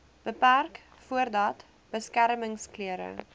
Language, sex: Afrikaans, female